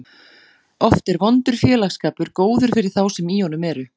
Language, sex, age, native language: Icelandic, female, 40-49, Icelandic